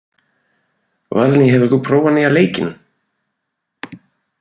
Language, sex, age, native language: Icelandic, male, 40-49, Icelandic